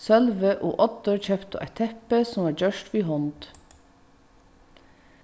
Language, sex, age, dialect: Faroese, female, 15-35, Vágar